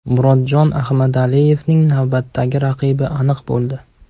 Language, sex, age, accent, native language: Uzbek, male, 18-24, Toshkent shahri, Uzbek